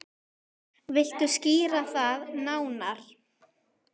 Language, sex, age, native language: Icelandic, male, 10, Icelandic